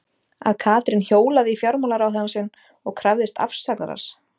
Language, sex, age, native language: Icelandic, female, 30-39, Icelandic